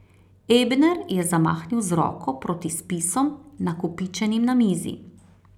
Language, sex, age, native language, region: Slovenian, female, 30-49, Slovenian, Carinthia region